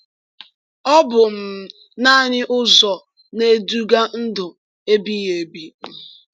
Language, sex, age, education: Igbo, female, 15-29, tertiary